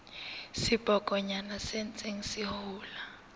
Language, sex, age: Southern Sotho, female, 19